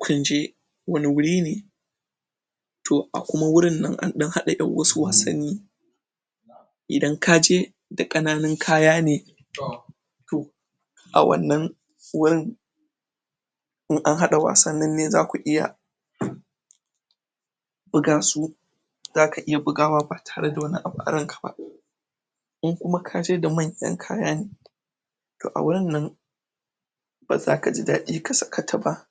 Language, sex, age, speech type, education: Hausa, male, 15-29, spontaneous, tertiary